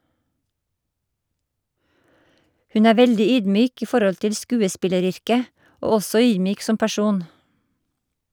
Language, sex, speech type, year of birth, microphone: Norwegian, female, read, 1958, Shure